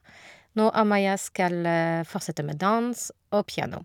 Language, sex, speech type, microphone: Norwegian, female, spontaneous, Shure